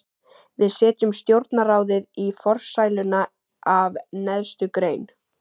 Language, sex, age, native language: Icelandic, female, 14, Icelandic